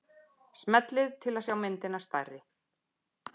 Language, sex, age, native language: Icelandic, female, 50-59, Icelandic